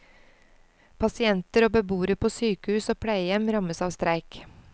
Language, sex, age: Norwegian, female, 29